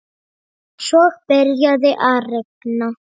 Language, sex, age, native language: Icelandic, female, 7, Icelandic